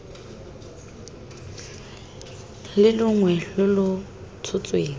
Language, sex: Tswana, female